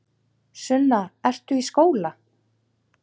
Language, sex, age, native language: Icelandic, male, 7, Icelandic